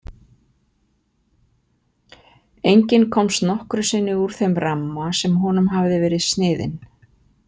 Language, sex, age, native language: Icelandic, female, 50-59, Icelandic